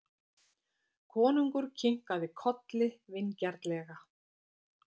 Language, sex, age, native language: Icelandic, female, 50-59, Icelandic